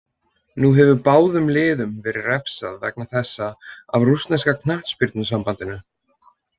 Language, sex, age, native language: Icelandic, male, 20-29, Icelandic